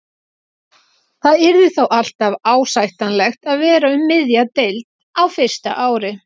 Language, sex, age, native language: Icelandic, female, 40-49, Icelandic